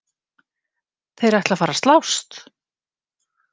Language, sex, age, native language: Icelandic, female, 50-59, Icelandic